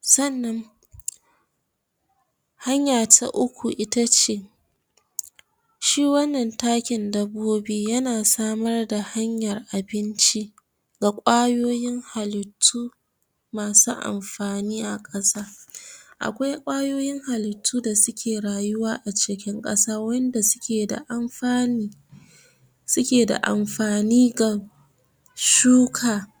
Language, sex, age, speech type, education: Hausa, female, 46-60, spontaneous, tertiary